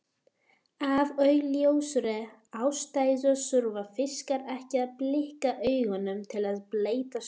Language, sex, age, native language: Icelandic, female, 18-19, Icelandic